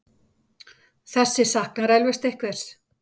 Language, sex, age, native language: Icelandic, female, 50-59, Icelandic